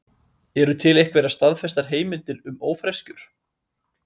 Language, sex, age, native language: Icelandic, male, 30-39, Icelandic